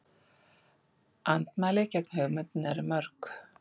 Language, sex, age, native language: Icelandic, female, 50-59, Icelandic